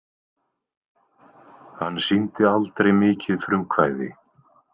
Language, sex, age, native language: Icelandic, male, 20-29, Icelandic